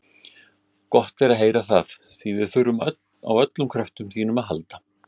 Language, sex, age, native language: Icelandic, male, 60-69, Icelandic